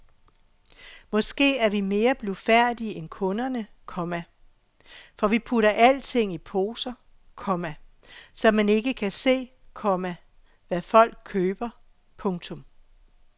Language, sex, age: Danish, female, 48